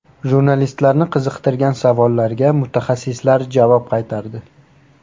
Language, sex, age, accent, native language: Uzbek, male, 18-24, Navoiy, Uzbek